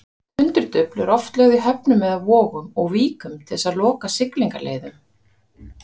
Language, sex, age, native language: Icelandic, female, 50-59, Icelandic